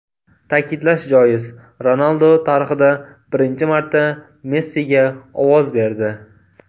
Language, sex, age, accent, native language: Uzbek, male, 18-24, Toshkent viloyati, Uzbek